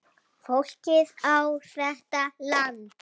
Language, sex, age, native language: Icelandic, female, 6, Icelandic